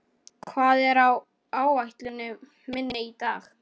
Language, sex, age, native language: Icelandic, male, 12, Polish